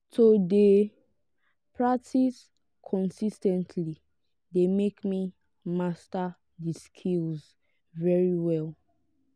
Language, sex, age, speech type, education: Nigerian Pidgin, female, 15-29, spontaneous, tertiary